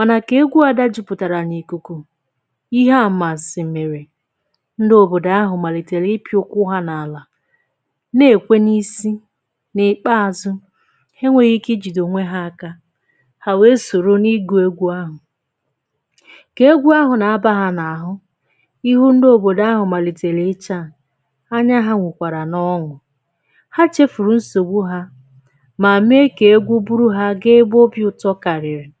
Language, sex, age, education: Igbo, female, 15-29, tertiary